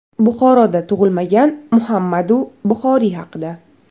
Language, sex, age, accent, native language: Uzbek, female, 18-24, Navoiy, Uzbek